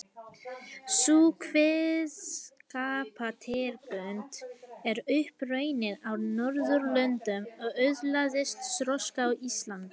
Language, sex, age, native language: Icelandic, female, 18-19, Icelandic